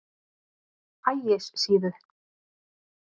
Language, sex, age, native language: Icelandic, female, 30-39, Icelandic